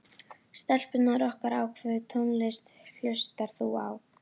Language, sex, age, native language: Icelandic, female, 11, Icelandic